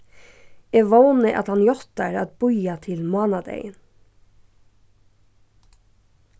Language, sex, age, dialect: Faroese, female, 15-35, Suðurstreymoy